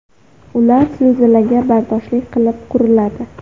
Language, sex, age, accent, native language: Uzbek, female, under 19, Xorazm, Uzbek